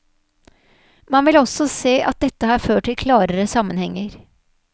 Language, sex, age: Norwegian, female, 46